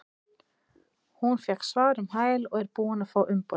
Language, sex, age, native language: Icelandic, female, 30-39, Icelandic